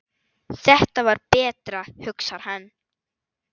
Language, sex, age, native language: Icelandic, female, 8, Icelandic